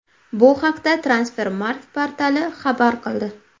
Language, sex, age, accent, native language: Uzbek, female, 18-24, Qashqadaryo, Uzbek